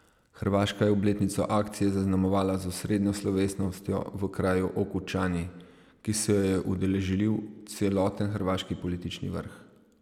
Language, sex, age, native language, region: Slovenian, male, 30-49, Slovenian, Savinja region